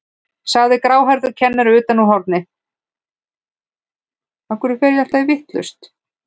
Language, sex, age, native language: Icelandic, female, 15, Icelandic